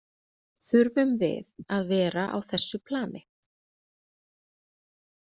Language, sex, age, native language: Icelandic, female, 30-39, Icelandic